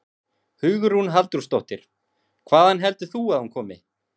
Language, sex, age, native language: Icelandic, male, 20-29, Icelandic